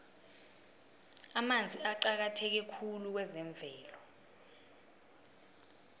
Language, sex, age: South Ndebele, female, 19